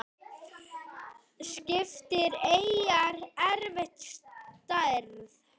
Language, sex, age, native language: Icelandic, male, 8, Icelandic